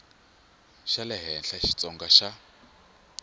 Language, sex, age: Tsonga, male, 24